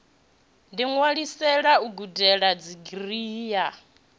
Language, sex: Venda, female